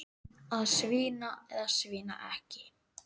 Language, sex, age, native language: Icelandic, female, 10, Icelandic